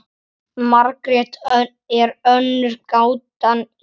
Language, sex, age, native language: Icelandic, male, 8, Icelandic